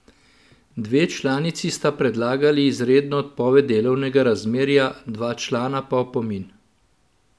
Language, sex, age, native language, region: Slovenian, male, 50-59, Slovenian, Central Slovenia